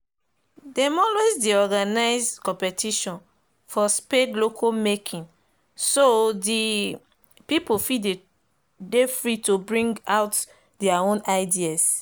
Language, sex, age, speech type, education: Nigerian Pidgin, female, 30-45, spontaneous, tertiary